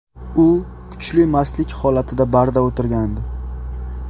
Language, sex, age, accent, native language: Uzbek, male, 18-24, Qashqadaryo, Uzbek